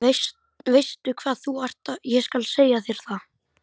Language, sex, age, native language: Icelandic, male, 12, Icelandic